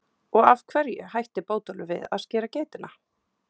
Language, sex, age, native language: Icelandic, female, 20-29, Icelandic